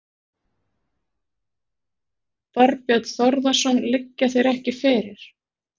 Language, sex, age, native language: Icelandic, male, 40-49, Icelandic